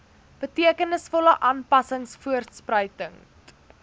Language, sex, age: Afrikaans, female, 19